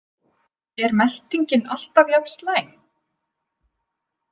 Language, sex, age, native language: Icelandic, female, 50-59, Icelandic